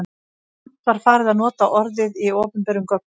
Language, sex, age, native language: Icelandic, female, 60-69, Icelandic